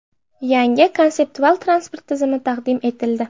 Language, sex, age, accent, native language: Uzbek, female, 12-17, Namangan, Uzbek